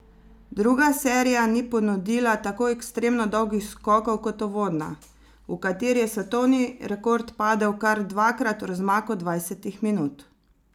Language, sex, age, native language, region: Slovenian, female, 30-49, Slovenian, Zasavska region